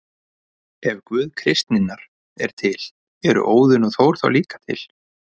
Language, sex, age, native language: Icelandic, male, 30-39, Icelandic